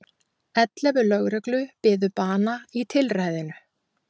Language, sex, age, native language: Icelandic, female, 40-49, Icelandic